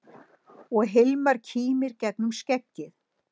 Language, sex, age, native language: Icelandic, female, 60-69, Icelandic